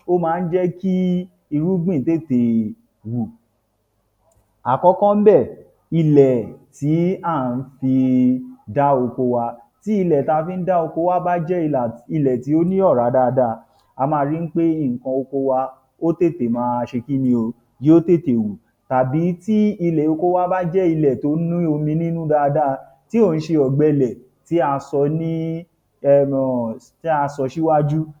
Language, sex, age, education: Yoruba, male, 30-45, tertiary